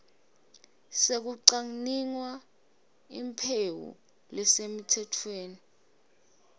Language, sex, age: Swati, female, 21